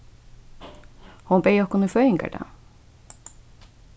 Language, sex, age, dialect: Faroese, female, 15-35, Suðurstreymoy